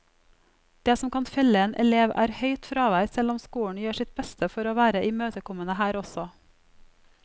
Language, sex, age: Norwegian, female, 34